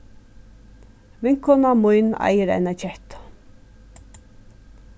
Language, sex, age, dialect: Faroese, female, 36-60, Suðurstreymoy